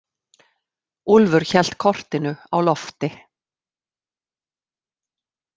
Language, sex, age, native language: Icelandic, female, 50-59, Icelandic